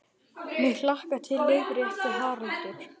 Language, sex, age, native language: Icelandic, male, 18-19, Icelandic